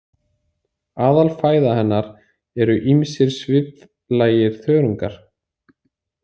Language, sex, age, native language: Icelandic, male, 30-39, Icelandic